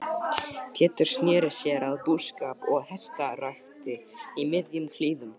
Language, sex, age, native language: Icelandic, male, 12, Icelandic